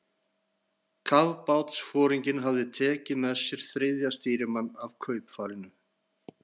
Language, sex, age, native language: Icelandic, male, 40-49, Icelandic